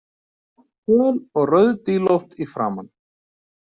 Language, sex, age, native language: Icelandic, male, 40-49, Icelandic